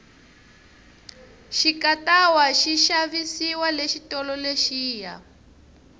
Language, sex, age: Tsonga, female, 23